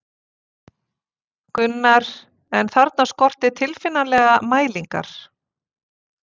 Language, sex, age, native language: Icelandic, female, 40-49, Icelandic